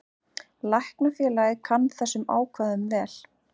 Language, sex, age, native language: Icelandic, female, 40-49, Icelandic